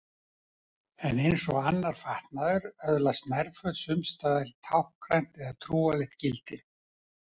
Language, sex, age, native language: Icelandic, male, 70-79, Icelandic